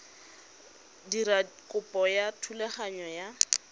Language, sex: Tswana, female